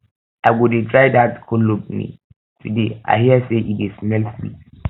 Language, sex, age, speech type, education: Nigerian Pidgin, male, 15-29, spontaneous, tertiary